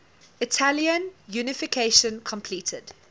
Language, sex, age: English, female, 20